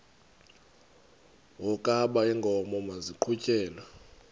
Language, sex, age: Xhosa, male, 32